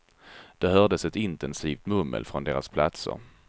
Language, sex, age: Swedish, male, 34